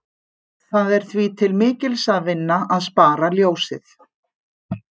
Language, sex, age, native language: Icelandic, female, 50-59, Icelandic